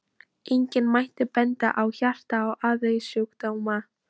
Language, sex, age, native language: Icelandic, female, 13, Polish